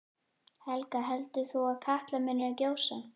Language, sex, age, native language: Icelandic, female, 11, Icelandic